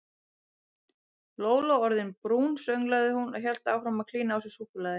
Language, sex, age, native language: Icelandic, female, 30-39, Icelandic